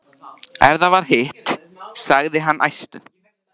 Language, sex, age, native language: Icelandic, male, 13, Icelandic